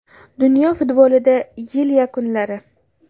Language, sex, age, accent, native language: Uzbek, female, 18-24, Farg'ona, Uzbek